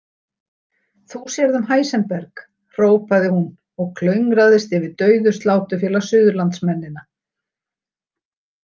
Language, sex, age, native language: Icelandic, female, 60-69, Icelandic